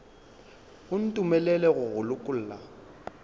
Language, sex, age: Northern Sotho, male, 22